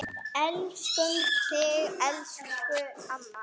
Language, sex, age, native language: Icelandic, female, 8, Icelandic